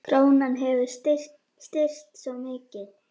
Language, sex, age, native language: Icelandic, female, 8, Icelandic